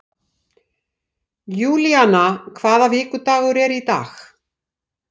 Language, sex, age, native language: Icelandic, female, 60-69, Icelandic